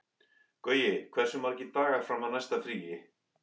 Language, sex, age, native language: Icelandic, male, 11, English